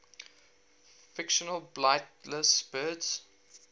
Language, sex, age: English, male, 19